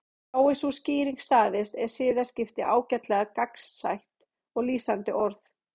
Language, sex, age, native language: Icelandic, female, 30-39, Icelandic